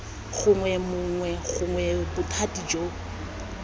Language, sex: Tswana, female